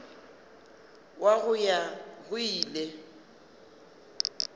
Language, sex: Northern Sotho, female